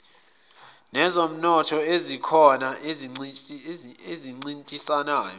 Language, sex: Zulu, male